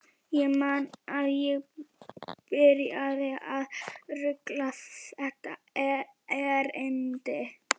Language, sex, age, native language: Icelandic, female, 11, Icelandic